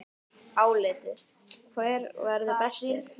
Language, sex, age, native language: Icelandic, male, 10, Icelandic